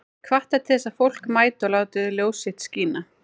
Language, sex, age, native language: Icelandic, female, 20-29, Icelandic